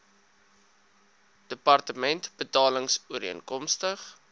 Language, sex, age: Afrikaans, male, 22